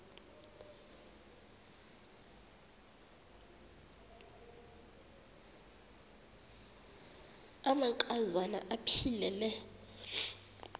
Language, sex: Xhosa, female